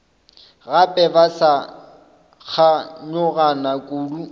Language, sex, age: Northern Sotho, male, 26